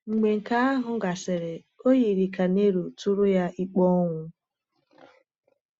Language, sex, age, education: Igbo, female, 30-45, tertiary